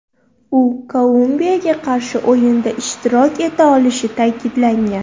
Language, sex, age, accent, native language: Uzbek, female, 19-29, Toshkent viloyati, Uzbek